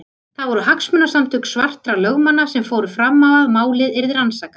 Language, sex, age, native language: Icelandic, female, 30-39, Icelandic